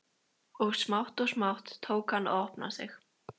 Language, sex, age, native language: Icelandic, female, 13, Icelandic